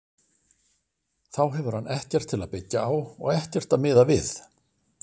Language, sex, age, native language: Icelandic, male, 60-69, Icelandic